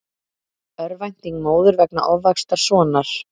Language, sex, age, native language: Icelandic, female, 30-39, Icelandic